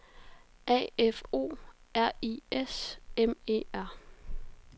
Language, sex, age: Danish, female, 33